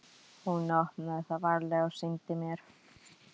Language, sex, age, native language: Icelandic, female, 12, Icelandic